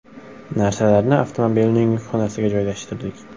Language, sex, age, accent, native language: Uzbek, male, under 19, Samarqand, Uzbek